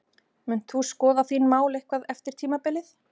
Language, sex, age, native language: Icelandic, female, 40-49, Icelandic